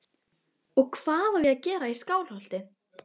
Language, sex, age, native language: Icelandic, female, 12, Icelandic